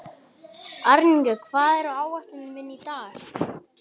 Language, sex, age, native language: Icelandic, male, 11, Icelandic